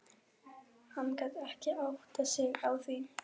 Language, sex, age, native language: Icelandic, female, 11, German